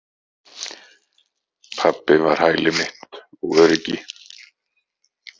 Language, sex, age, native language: Icelandic, male, 40-49, Icelandic